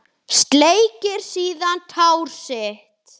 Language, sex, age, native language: Icelandic, male, 10, Icelandic